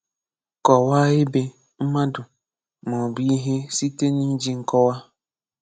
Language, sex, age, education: Igbo, male, 15-29, tertiary